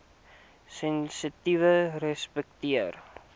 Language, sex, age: Afrikaans, male, 18